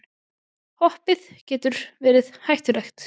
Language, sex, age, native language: Icelandic, female, 20-29, Icelandic